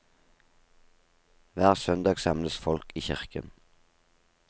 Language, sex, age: Norwegian, male, 38